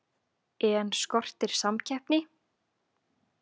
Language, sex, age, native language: Icelandic, female, 20-29, Icelandic